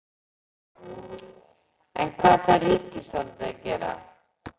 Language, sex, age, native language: Icelandic, male, 11, Icelandic